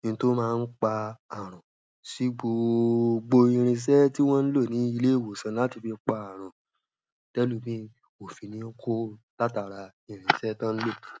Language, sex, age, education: Yoruba, male, 15-29, primary